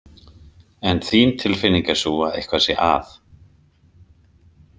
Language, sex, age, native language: Icelandic, male, 50-59, Icelandic